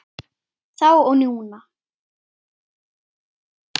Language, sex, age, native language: Icelandic, female, 9, Icelandic